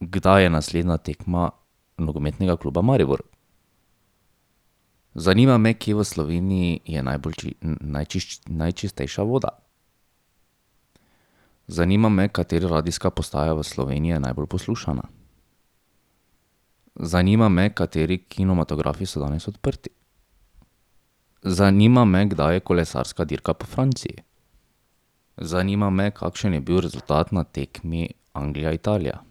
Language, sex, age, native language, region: Slovenian, male, 30-49, Slovenian, Drava region